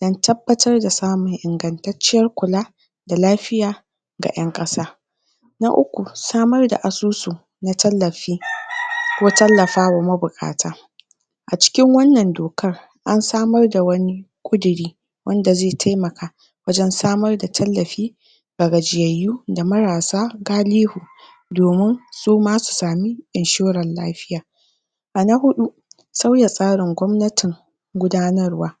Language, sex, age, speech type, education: Hausa, female, 46-60, spontaneous, secondary